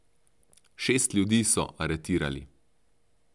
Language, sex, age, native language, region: Slovenian, male, 30-49, Slovenian, Central Slovenia